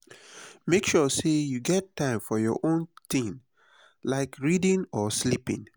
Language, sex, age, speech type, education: Nigerian Pidgin, male, 30-45, spontaneous, tertiary